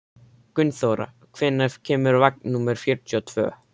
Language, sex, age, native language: Icelandic, male, 13, Icelandic